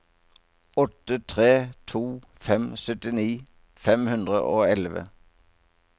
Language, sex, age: Norwegian, male, 57